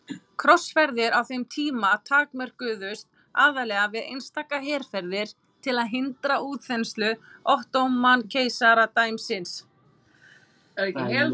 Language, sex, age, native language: Icelandic, female, 30-39, Icelandic